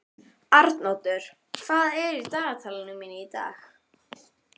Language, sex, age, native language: Icelandic, female, 12, Icelandic